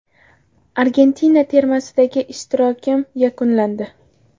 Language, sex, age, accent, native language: Uzbek, female, 18-24, Farg'ona, Uzbek